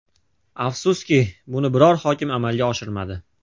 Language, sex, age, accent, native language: Uzbek, male, 18-24, Andijon, Uzbek